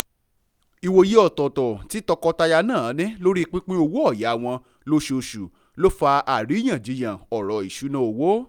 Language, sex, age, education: Yoruba, male, 15-29, tertiary